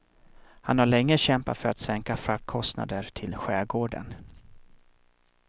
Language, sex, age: Swedish, male, 37